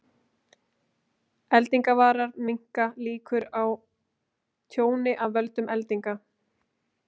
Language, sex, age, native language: Icelandic, female, 20-29, Icelandic